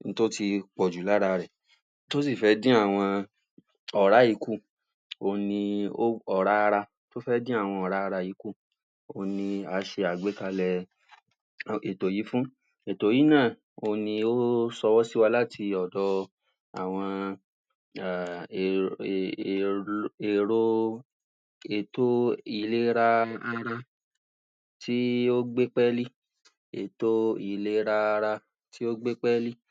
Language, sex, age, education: Yoruba, male, 46-60, tertiary